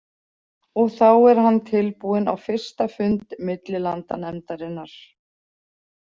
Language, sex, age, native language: Icelandic, female, 40-49, Icelandic